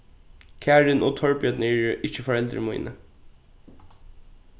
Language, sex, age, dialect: Faroese, male, 15-35, Norðuroyggjar